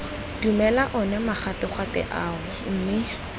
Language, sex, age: Tswana, female, 19